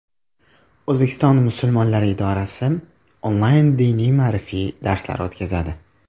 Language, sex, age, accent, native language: Uzbek, male, under 19, Toshkent shahri, Uzbek